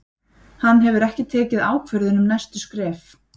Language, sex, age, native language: Icelandic, female, 30-39, Icelandic